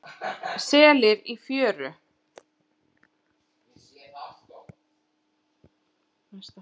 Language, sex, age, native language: Icelandic, female, 40-49, Icelandic